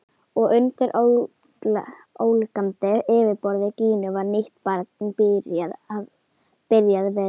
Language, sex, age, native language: Icelandic, female, 11, Icelandic